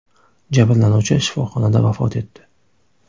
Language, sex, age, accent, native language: Uzbek, male, 18-24, Toshkent shahri, Uzbek